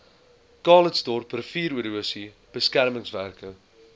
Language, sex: Afrikaans, male